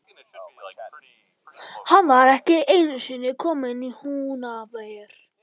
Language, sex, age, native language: Icelandic, male, 11, Polish